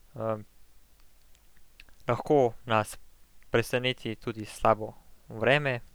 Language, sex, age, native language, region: Slovenian, male, 18-29, Slovenian, Central Slovenia